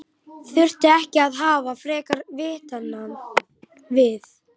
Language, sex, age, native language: Icelandic, male, 11, Icelandic